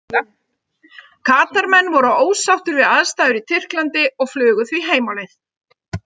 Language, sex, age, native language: Icelandic, female, 50-59, Icelandic